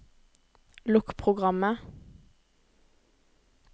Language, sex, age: Norwegian, female, 18